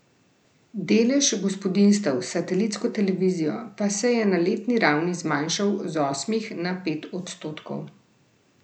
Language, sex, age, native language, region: Slovenian, female, 30-49, Slovenian, Central Slovenia